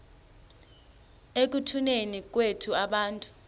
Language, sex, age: Xhosa, female, 33